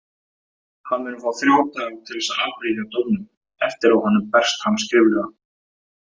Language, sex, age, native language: Icelandic, male, 18-19, Icelandic